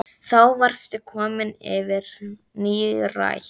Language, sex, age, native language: Icelandic, male, 10, Icelandic